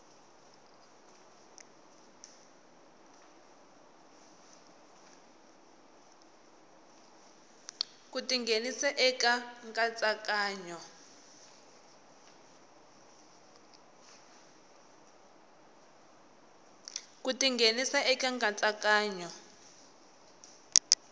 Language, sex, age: Tsonga, female, 18